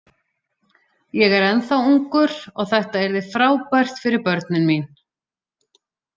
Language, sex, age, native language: Icelandic, female, 40-49, Icelandic